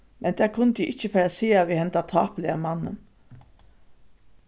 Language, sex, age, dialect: Faroese, female, 36-60, Suðurstreymoy